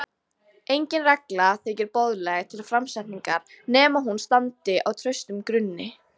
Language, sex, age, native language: Icelandic, female, 60-69, Icelandic